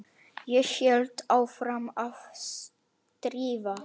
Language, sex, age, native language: Icelandic, male, 9, Icelandic